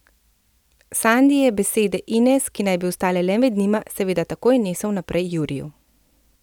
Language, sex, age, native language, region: Slovenian, female, 30-49, Slovenian, Central Slovenia